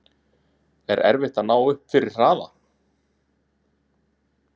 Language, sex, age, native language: Icelandic, male, 30-39, Icelandic